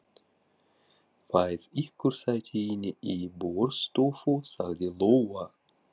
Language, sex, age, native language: Icelandic, male, 40-49, Russian